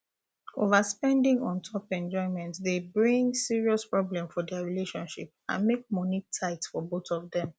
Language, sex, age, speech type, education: Nigerian Pidgin, female, 15-29, spontaneous, tertiary